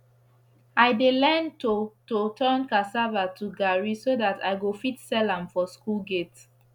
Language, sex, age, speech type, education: Nigerian Pidgin, female, 15-29, spontaneous, secondary